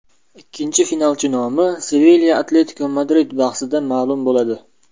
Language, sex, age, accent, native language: Uzbek, male, 19-29, Namangan, Uzbek